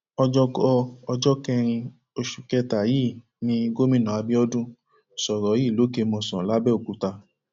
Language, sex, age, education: Yoruba, male, 15-29, tertiary